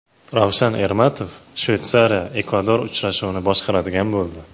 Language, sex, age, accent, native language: Uzbek, male, 18-24, Toshkent viloyati, Uzbek